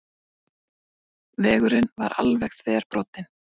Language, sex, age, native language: Icelandic, female, 40-49, Icelandic